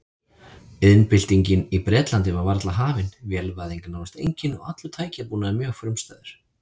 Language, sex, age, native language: Icelandic, male, 30-39, Icelandic